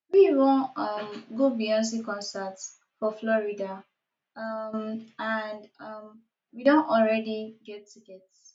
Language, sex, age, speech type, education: Nigerian Pidgin, female, 15-29, spontaneous, tertiary